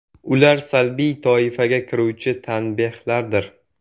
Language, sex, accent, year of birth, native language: Uzbek, male, Jizzax, 2004, Uzbek